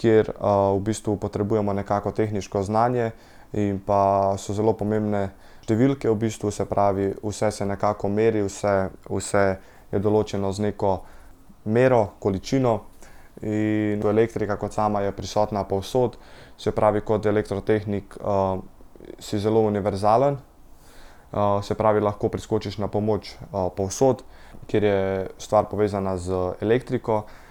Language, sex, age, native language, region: Slovenian, male, 18-29, Slovenian, Central Slovenia